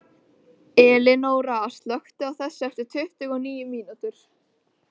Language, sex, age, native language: Icelandic, female, 13, Icelandic